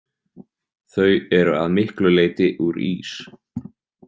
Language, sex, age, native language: Icelandic, male, 30-39, Icelandic